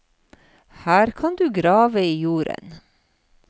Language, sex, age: Norwegian, female, 53